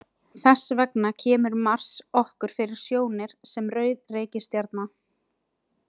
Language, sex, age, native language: Icelandic, female, 20-29, Icelandic